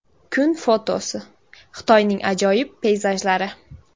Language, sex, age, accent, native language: Uzbek, female, 18-24, Samarqand, Uzbek